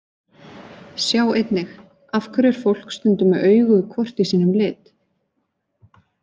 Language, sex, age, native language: Icelandic, female, 20-29, Icelandic